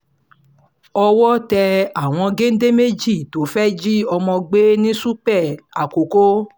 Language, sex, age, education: Yoruba, female, 30-45, tertiary